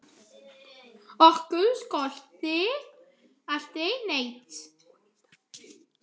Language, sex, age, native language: Icelandic, female, 10, Icelandic